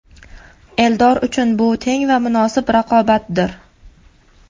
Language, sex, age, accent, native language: Uzbek, female, 19-29, Farg'ona, Uzbek